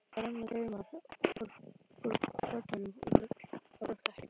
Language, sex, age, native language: Icelandic, female, 12, Icelandic